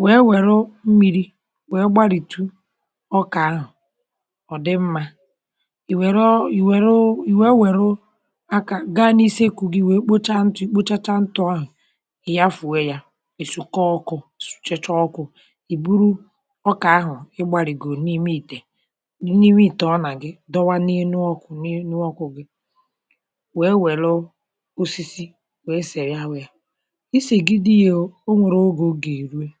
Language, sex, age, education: Igbo, male, 30-45, tertiary